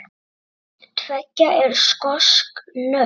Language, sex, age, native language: Icelandic, male, 9, Icelandic